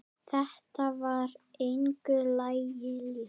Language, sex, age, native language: Icelandic, male, 10, Icelandic